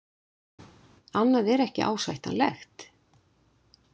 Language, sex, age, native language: Icelandic, female, 60-69, Icelandic